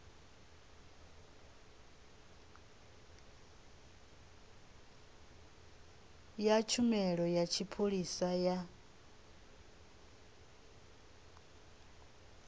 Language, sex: Venda, female